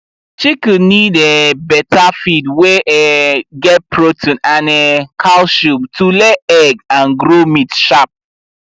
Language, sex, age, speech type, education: Nigerian Pidgin, male, 15-29, spontaneous, tertiary